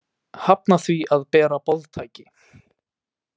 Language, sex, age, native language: Icelandic, male, 18-19, Icelandic